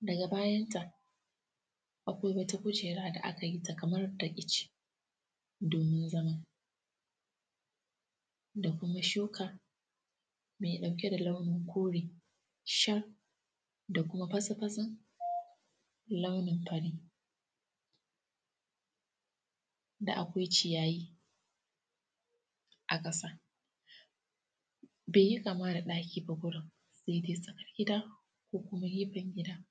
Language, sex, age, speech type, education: Hausa, female, 15-29, spontaneous, tertiary